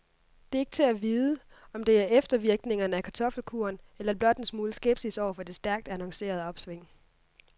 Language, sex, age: Danish, female, 26